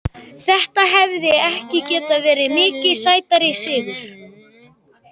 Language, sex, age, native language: Icelandic, male, 18-19, Icelandic